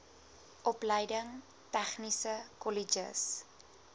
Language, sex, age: Afrikaans, female, 20